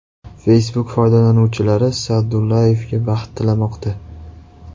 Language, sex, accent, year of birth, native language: Uzbek, male, Andijon, 2003, Uzbek